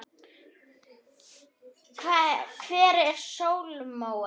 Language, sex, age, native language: Icelandic, female, 9, Icelandic